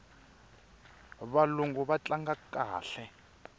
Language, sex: Tsonga, male